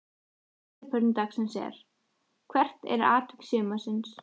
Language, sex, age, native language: Icelandic, female, 14, Icelandic